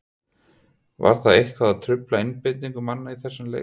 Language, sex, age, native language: Icelandic, male, 50-59, Icelandic